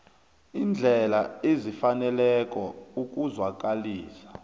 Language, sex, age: South Ndebele, male, 29